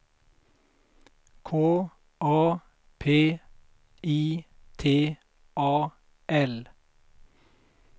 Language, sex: Swedish, male